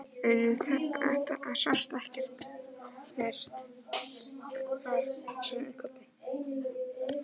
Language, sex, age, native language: Icelandic, male, 11, Icelandic